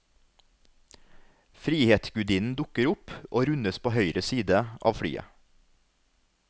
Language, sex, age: Norwegian, male, 33